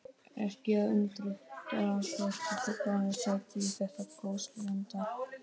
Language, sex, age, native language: Icelandic, male, 12, Icelandic